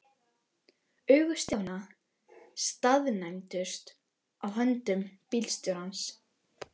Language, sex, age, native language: Icelandic, female, 12, Icelandic